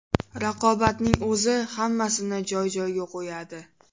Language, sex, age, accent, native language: Uzbek, female, 12-17, Toshkent shahri, Uzbek